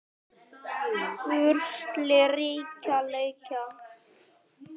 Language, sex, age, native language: Icelandic, male, 9, Icelandic